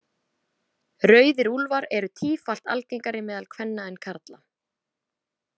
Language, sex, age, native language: Icelandic, female, 20-29, Icelandic